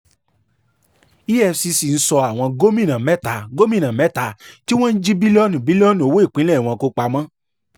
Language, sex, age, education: Yoruba, male, 30-45, tertiary